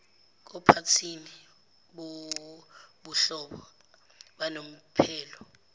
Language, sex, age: Zulu, female, 17